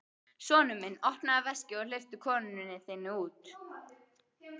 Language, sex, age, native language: Icelandic, female, 12, Icelandic